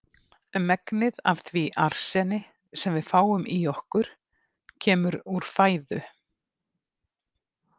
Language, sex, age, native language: Icelandic, female, 50-59, Icelandic